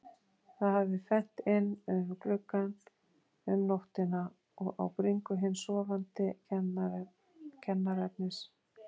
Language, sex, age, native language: Icelandic, female, 40-49, Icelandic